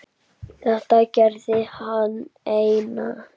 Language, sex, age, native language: Icelandic, female, 8, Icelandic